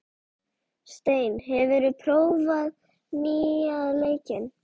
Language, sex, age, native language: Icelandic, other, 11, Icelandic